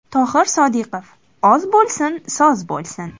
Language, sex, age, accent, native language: Uzbek, female, 18-24, Toshkent viloyati, Uzbek